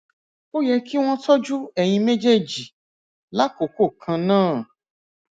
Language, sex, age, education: Yoruba, female, 46-60, tertiary